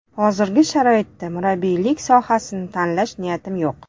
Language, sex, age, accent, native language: Uzbek, female, 25-34, Toshkent shahri, Uzbek